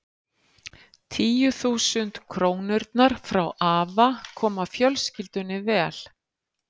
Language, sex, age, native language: Icelandic, female, 50-59, Icelandic